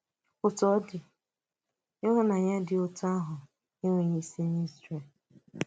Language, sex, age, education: Igbo, female, 15-29, tertiary